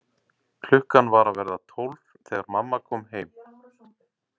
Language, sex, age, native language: Icelandic, male, 40-49, Icelandic